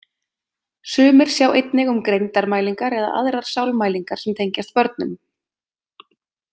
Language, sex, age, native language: Icelandic, female, 20-29, Icelandic